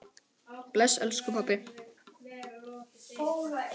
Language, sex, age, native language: Icelandic, male, 10, Icelandic